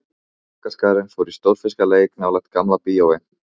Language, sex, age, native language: Icelandic, male, 15, Icelandic